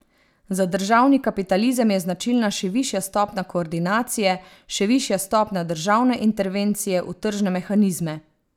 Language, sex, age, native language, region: Slovenian, female, 30-49, Slovenian, Savinja region